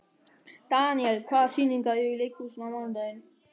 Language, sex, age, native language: Icelandic, male, 13, German